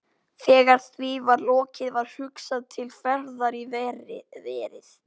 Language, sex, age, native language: Icelandic, male, 12, Icelandic